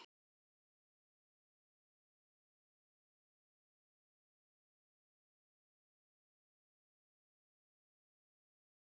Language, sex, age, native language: Icelandic, female, 9, Icelandic